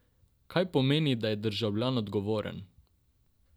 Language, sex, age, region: Slovenian, male, 18-29, Drava region